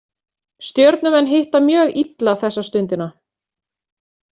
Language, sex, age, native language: Icelandic, female, 40-49, Icelandic